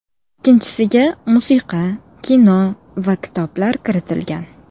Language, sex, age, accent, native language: Uzbek, female, 18-24, Samarqand, Uzbek